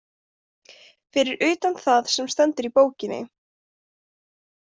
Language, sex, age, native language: Icelandic, female, 20-29, Icelandic